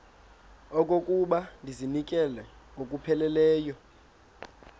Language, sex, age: Xhosa, male, 19